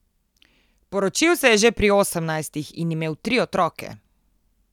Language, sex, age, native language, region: Slovenian, female, 18-29, Slovenian, Coastal Karst region